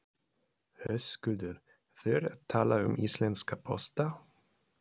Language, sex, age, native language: Icelandic, male, 30-39, German